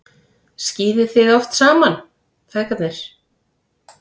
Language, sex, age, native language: Icelandic, female, 30-39, Icelandic